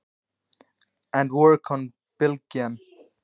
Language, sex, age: Icelandic, male, 20-29